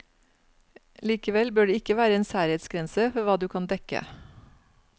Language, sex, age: Norwegian, female, 49